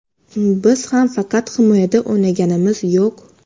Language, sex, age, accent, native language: Uzbek, female, under 19, Xorazm, Uzbek